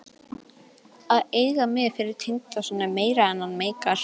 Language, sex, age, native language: Icelandic, female, 11, Icelandic